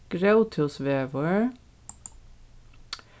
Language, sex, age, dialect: Faroese, female, 36-60, Norðurstreymoy/Eysturoy